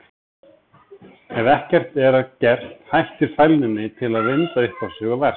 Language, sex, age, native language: Icelandic, male, 30-39, Icelandic